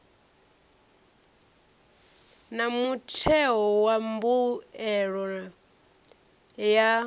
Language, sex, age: Venda, female, 34